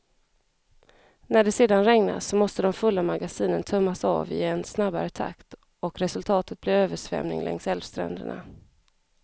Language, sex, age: Swedish, female, 34